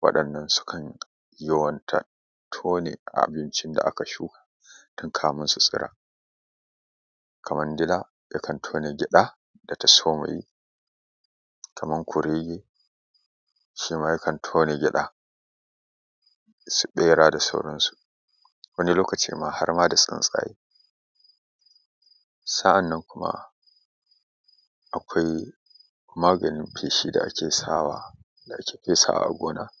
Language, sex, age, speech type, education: Hausa, male, 30-45, spontaneous, tertiary